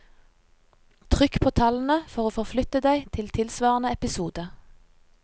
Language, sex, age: Norwegian, female, 30